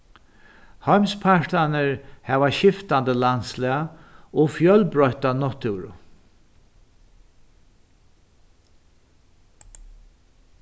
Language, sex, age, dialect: Faroese, male, 61+, Norðuroyggjar